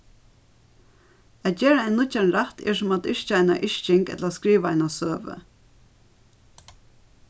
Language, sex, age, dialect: Faroese, female, 36-60, Suðurstreymoy